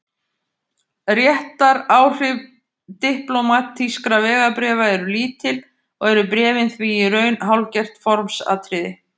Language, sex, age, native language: Icelandic, female, 50-59, Icelandic